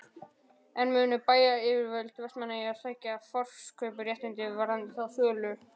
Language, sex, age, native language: Icelandic, male, 12, Icelandic